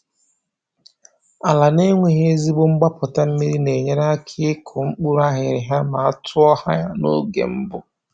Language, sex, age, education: Igbo, male, 15-29, tertiary